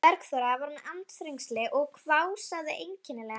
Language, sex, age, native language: Icelandic, female, 11, Icelandic